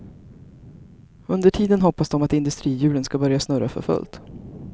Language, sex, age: Swedish, female, 33